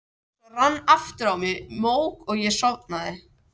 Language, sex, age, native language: Icelandic, other, 13, Icelandic